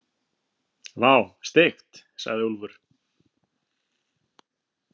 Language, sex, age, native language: Icelandic, male, 40-49, Icelandic